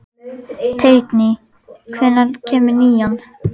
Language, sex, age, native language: Icelandic, female, 11, Icelandic